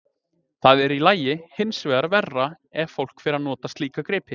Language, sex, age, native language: Icelandic, male, 20-29, Icelandic